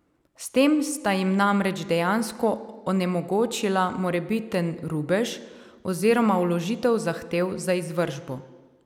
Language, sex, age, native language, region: Slovenian, female, 30-49, Slovenian, Savinja region